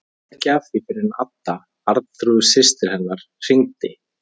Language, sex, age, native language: Icelandic, male, 30-39, Icelandic